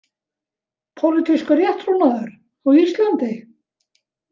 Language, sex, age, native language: Icelandic, female, 70-79, Icelandic